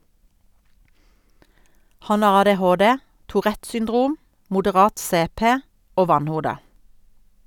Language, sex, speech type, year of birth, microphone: Norwegian, female, read, 1972, Sennheiser